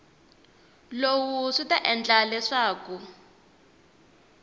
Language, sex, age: Tsonga, female, 19